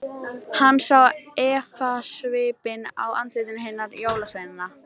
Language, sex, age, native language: Icelandic, female, 18-19, Icelandic